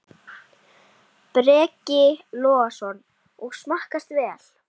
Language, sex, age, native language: Icelandic, female, 10, Icelandic